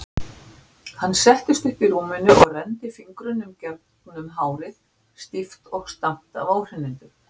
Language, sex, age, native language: Icelandic, female, 60-69, Icelandic